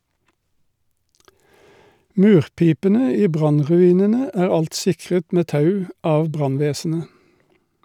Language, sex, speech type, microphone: Norwegian, male, read, Shure